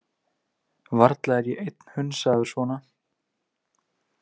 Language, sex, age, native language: Icelandic, male, 20-29, Icelandic